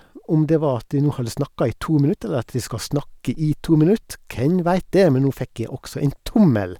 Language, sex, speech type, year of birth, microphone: Norwegian, male, spontaneous, 1970, Sennheiser